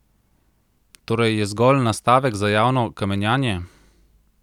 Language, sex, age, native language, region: Slovenian, male, 30-49, Slovenian, Central Slovenia